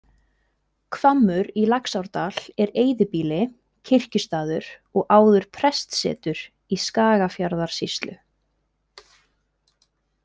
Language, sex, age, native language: Icelandic, female, 20-29, Icelandic